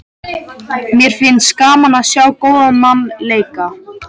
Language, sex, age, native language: Icelandic, male, 13, Icelandic